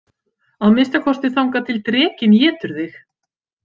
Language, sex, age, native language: Icelandic, female, 50-59, Icelandic